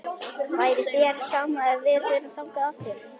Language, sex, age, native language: Icelandic, male, 11, Icelandic